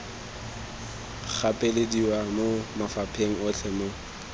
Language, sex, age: Tswana, male, 19